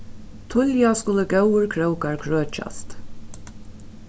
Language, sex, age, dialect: Faroese, female, 36-60, Norðuroyggjar